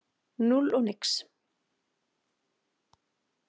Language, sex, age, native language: Icelandic, female, 40-49, Icelandic